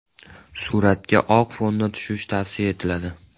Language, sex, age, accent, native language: Uzbek, male, 18-24, Andijon, Uzbek